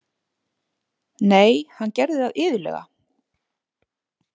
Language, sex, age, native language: Icelandic, female, 40-49, Icelandic